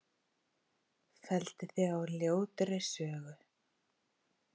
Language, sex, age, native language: Icelandic, female, 40-49, Icelandic